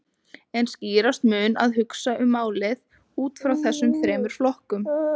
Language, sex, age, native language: Icelandic, female, 20-29, Icelandic